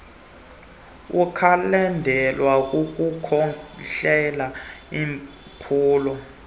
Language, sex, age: Xhosa, male, 22